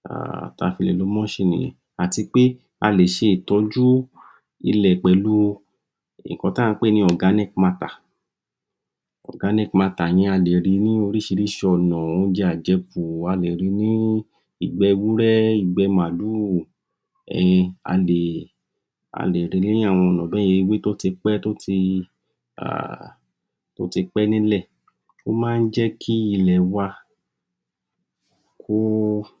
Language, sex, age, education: Yoruba, male, 46-60, tertiary